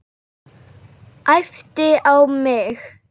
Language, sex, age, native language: Icelandic, female, 8, Icelandic